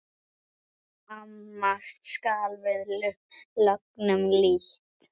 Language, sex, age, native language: Icelandic, male, 8, Icelandic